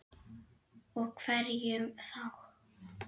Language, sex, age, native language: Icelandic, female, 10, Icelandic